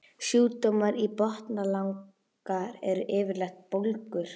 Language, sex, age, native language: Icelandic, female, 11, Icelandic